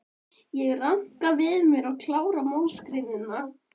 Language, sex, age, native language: Icelandic, female, 12, Icelandic